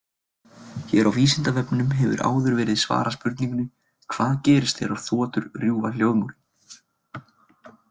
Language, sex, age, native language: Icelandic, male, 20-29, Icelandic